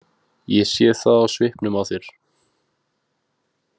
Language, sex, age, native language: Icelandic, male, 20-29, Icelandic